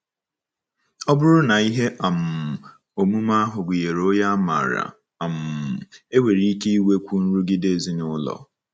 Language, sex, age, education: Igbo, male, 15-29, secondary